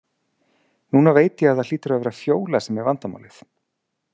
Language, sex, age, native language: Icelandic, male, 40-49, Icelandic